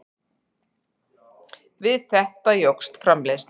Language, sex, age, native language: Icelandic, female, 40-49, Icelandic